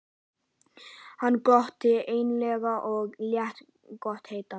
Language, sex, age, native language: Icelandic, male, 11, Icelandic